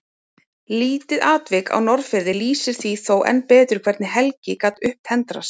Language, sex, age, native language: Icelandic, female, 30-39, Icelandic